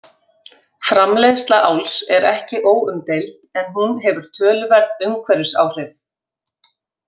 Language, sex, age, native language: Icelandic, female, 50-59, Icelandic